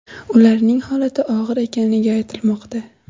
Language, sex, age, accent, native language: Uzbek, female, under 19, Toshkent shahri, Uzbek